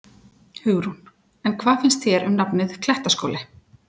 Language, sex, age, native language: Icelandic, female, 40-49, Icelandic